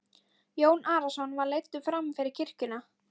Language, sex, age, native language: Icelandic, female, 13, Icelandic